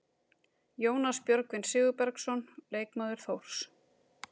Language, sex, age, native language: Icelandic, female, 30-39, Icelandic